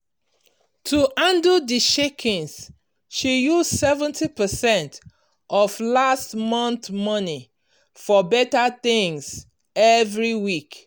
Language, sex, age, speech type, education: Nigerian Pidgin, female, 46-60, spontaneous, tertiary